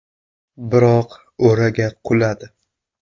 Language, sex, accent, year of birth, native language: Uzbek, male, Jizzax, 2004, Uzbek